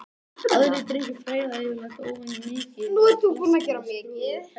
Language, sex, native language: Icelandic, other, Icelandic